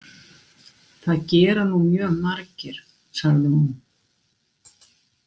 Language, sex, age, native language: Icelandic, female, 60-69, Icelandic